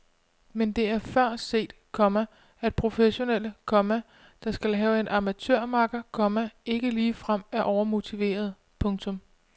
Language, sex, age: Danish, female, 25